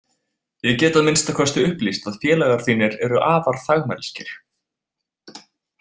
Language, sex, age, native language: Icelandic, male, 20-29, Icelandic